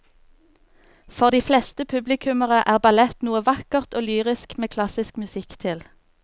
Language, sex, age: Norwegian, female, 24